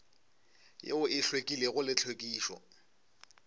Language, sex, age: Northern Sotho, male, 25